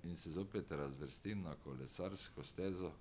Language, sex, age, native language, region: Slovenian, male, 60+, Slovenian, Drava region